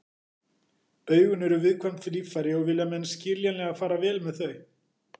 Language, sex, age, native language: Icelandic, male, 40-49, Icelandic